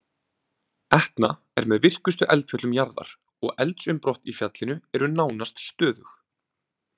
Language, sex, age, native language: Icelandic, male, 20-29, Icelandic